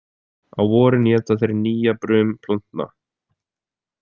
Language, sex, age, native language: Icelandic, male, 20-29, Icelandic